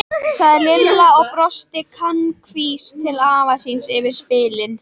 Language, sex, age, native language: Icelandic, female, 13, Icelandic